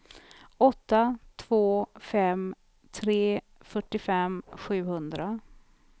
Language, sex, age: Swedish, female, 43